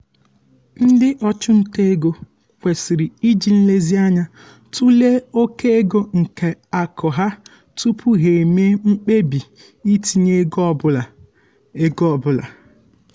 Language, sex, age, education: Igbo, male, 15-29, tertiary